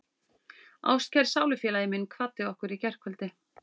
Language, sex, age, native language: Icelandic, female, 40-49, Icelandic